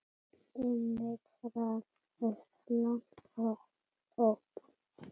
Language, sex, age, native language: Icelandic, female, 8, Icelandic